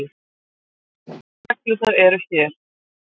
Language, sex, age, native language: Icelandic, female, 50-59, Icelandic